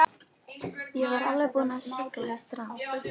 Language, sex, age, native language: Icelandic, female, 13, Icelandic